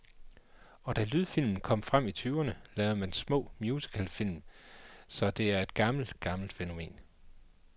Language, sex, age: Danish, male, 39